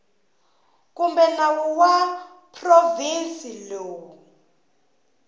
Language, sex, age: Tsonga, female, 19